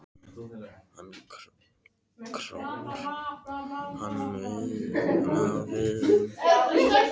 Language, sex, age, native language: Icelandic, male, 13, Icelandic